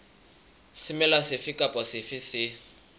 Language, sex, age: Southern Sotho, male, 23